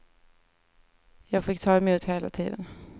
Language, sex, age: Swedish, female, 18